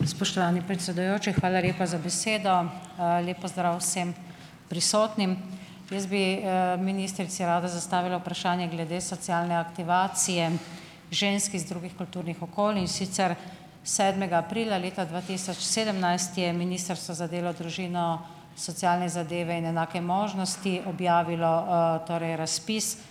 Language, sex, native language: Slovenian, female, Slovenian